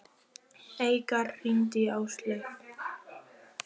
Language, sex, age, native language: Icelandic, female, 11, Icelandic